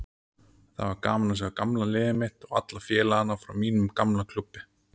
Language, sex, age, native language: Icelandic, male, 30-39, Icelandic